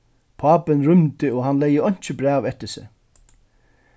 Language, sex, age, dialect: Faroese, male, 36-60, Suðurstreymoy